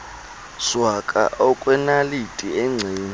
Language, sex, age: Xhosa, male, 20